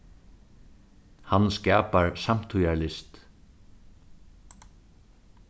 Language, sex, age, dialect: Faroese, male, 36-60, Suðurstreymoy